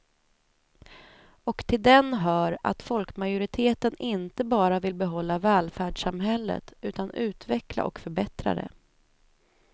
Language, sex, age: Swedish, female, 28